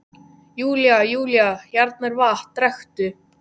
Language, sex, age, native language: Icelandic, male, 12, Icelandic